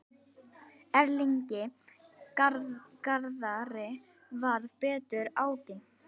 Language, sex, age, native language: Icelandic, female, 10, Icelandic